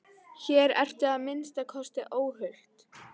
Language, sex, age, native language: Icelandic, female, 11, Icelandic